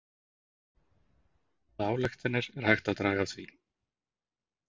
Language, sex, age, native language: Icelandic, male, 40-49, Icelandic